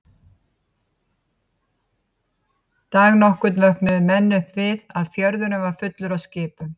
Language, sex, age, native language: Icelandic, female, 50-59, Icelandic